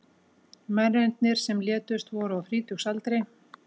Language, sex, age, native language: Icelandic, female, 18-19, Icelandic